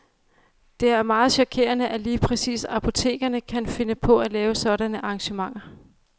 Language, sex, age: Danish, female, 35